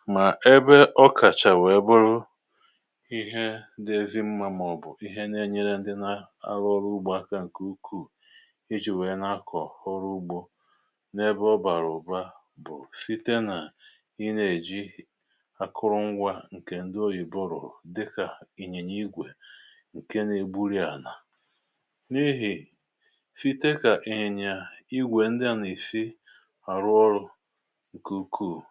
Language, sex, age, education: Igbo, male, 30-45, tertiary